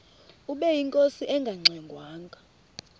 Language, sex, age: Xhosa, female, 24